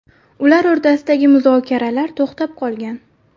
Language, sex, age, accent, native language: Uzbek, female, 19-29, Buxoro, Uzbek